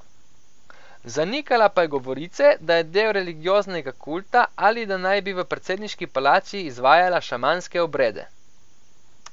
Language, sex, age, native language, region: Slovenian, male, 18-29, Slovenian, Coastal Karst region